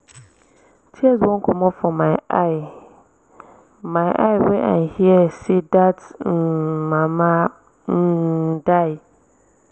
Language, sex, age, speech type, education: Nigerian Pidgin, female, 15-29, spontaneous, tertiary